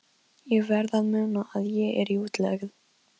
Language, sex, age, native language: Icelandic, female, 13, Polish